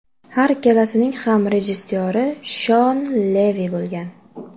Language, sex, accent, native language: Uzbek, female, Qashqadaryo, Uzbek